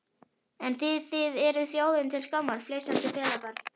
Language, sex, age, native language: Icelandic, male, 11, Icelandic